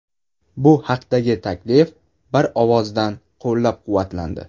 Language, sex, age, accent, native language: Uzbek, male, 18-24, Buxoro, Uzbek